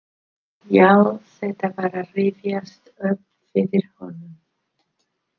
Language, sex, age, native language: Icelandic, female, 50-59, English